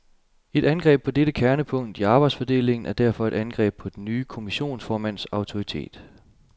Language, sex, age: Danish, male, 27